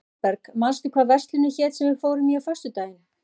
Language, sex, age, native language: Icelandic, female, 40-49, Icelandic